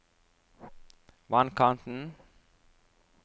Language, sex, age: Norwegian, female, 44